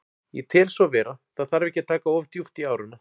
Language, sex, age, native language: Icelandic, male, 40-49, Icelandic